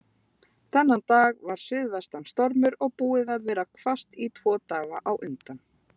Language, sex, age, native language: Icelandic, female, 20-29, Icelandic